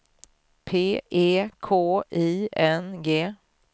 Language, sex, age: Swedish, female, 44